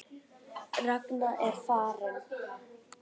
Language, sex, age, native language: Icelandic, female, 10, Icelandic